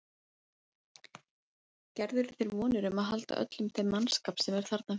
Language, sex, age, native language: Icelandic, female, 30-39, Icelandic